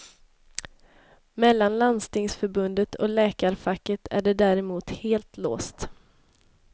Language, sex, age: Swedish, female, 26